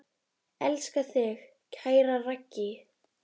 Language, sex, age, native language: Icelandic, female, 10, Icelandic